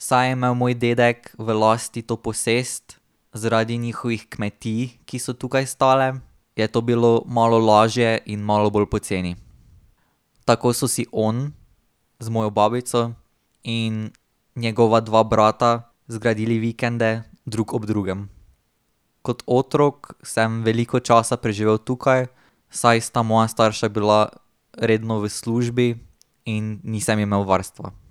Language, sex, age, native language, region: Slovenian, male, 18-29, Slovenian, Drava region